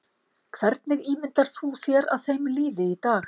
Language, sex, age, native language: Icelandic, female, 50-59, Icelandic